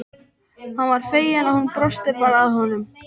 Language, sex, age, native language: Icelandic, male, 13, Icelandic